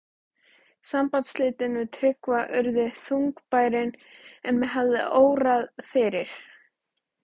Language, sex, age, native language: Icelandic, female, 13, Icelandic